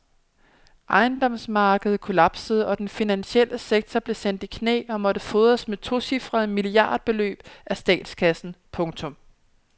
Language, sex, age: Danish, female, 27